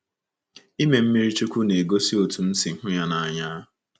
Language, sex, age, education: Igbo, male, 15-29, secondary